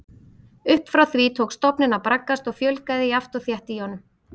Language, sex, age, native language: Icelandic, female, 30-39, Icelandic